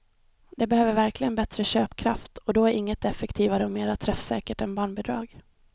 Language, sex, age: Swedish, female, 26